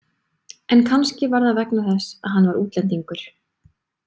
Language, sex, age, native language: Icelandic, female, 20-29, Icelandic